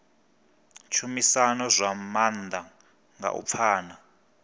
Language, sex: Venda, male